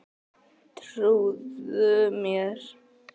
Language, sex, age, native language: Icelandic, male, 9, Icelandic